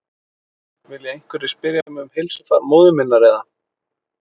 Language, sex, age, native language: Icelandic, male, 30-39, Icelandic